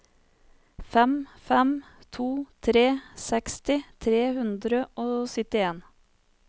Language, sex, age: Norwegian, female, 30